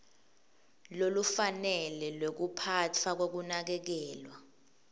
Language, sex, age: Swati, female, 18